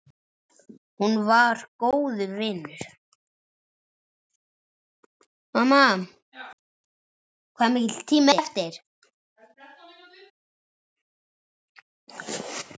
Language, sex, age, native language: Icelandic, male, 10, Icelandic